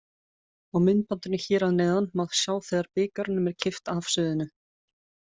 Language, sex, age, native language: Icelandic, female, 20-29, Icelandic